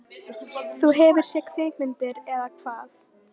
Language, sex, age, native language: Icelandic, female, 13, Icelandic